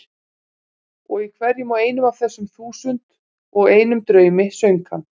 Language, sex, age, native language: Icelandic, female, 40-49, Icelandic